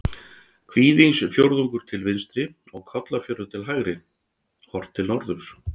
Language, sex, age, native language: Icelandic, male, 60-69, Icelandic